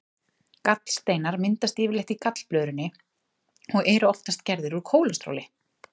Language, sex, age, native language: Icelandic, female, 30-39, Icelandic